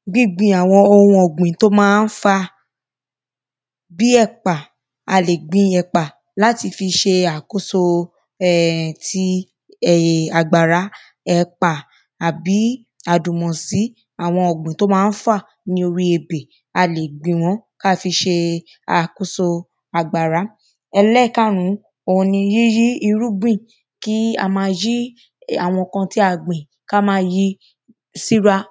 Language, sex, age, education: Yoruba, female, 15-29, secondary